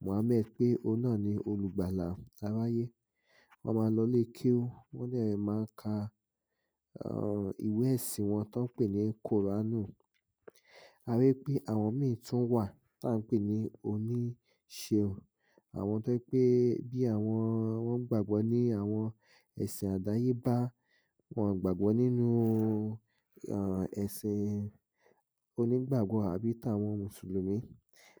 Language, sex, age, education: Yoruba, male, 15-29, tertiary